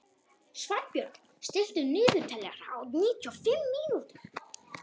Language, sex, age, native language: Icelandic, male, 18-19, Polish